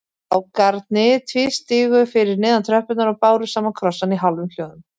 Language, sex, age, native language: Icelandic, female, 40-49, Icelandic